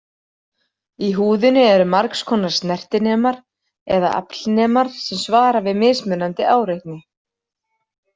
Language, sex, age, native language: Icelandic, female, 40-49, Icelandic